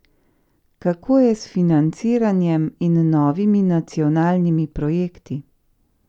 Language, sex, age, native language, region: Slovenian, female, 50-59, Slovenian, Central Slovenia